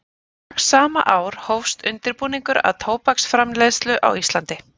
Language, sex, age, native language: Icelandic, female, 30-39, Icelandic